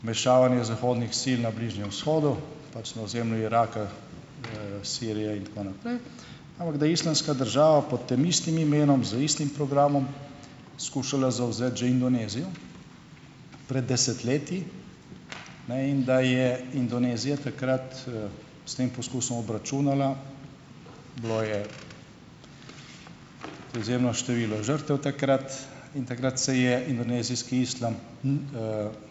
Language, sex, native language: Slovenian, male, Slovenian